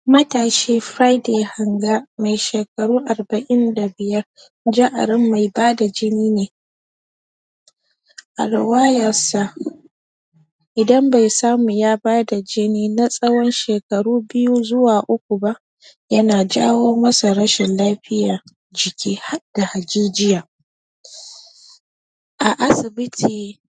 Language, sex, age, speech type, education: Hausa, female, 30-45, spontaneous, tertiary